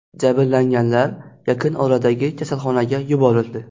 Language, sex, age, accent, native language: Uzbek, male, 12-17, Xorazm, Uzbek